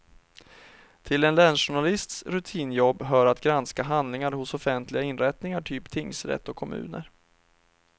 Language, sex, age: Swedish, male, 31